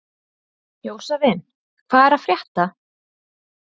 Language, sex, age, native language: Icelandic, female, 30-39, Icelandic